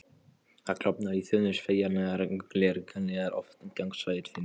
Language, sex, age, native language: Icelandic, male, 13, Polish